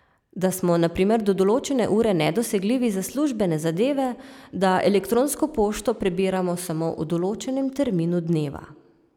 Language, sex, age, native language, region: Slovenian, female, 30-49, Slovenian, Savinja region